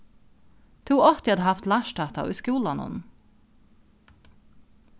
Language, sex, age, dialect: Faroese, female, 36-60, Norðuroyggjar